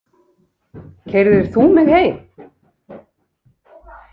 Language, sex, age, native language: Icelandic, female, 30-39, Icelandic